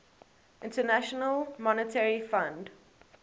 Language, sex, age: English, female, 18